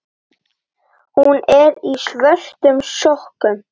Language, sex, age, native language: Icelandic, female, 8, Icelandic